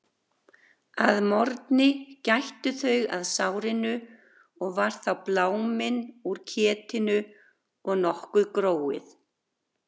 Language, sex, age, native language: Icelandic, female, 60-69, Icelandic